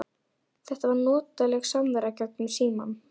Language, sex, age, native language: Icelandic, female, 11, Icelandic